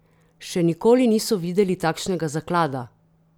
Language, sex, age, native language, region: Slovenian, female, 30-49, Slovenian, Drava region